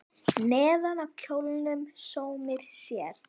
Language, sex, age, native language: Icelandic, female, 10, Icelandic